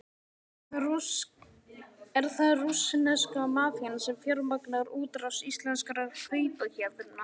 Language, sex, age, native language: Icelandic, male, 12, Icelandic